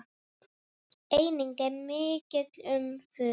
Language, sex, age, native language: Icelandic, female, 9, Icelandic